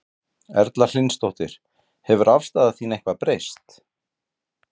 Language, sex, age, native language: Icelandic, male, 40-49, Icelandic